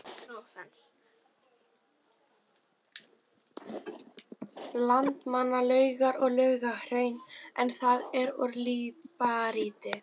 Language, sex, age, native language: Icelandic, female, 18-19, Serbo-Croatian